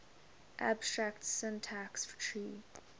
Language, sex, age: English, female, 21